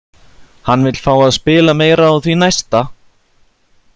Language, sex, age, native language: Icelandic, male, 30-39, Icelandic